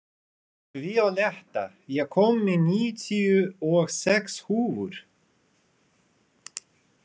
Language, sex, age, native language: Icelandic, male, 30-39, Russian